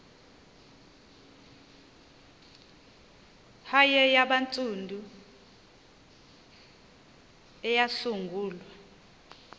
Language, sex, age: Xhosa, female, 30